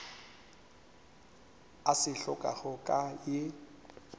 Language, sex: Northern Sotho, male